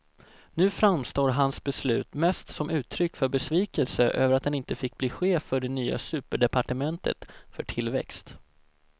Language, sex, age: Swedish, male, 17